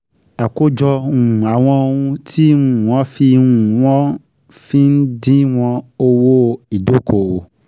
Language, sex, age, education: Yoruba, male, 15-29, secondary